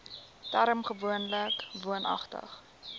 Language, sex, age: Afrikaans, female, 19